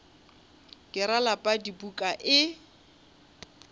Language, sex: Northern Sotho, female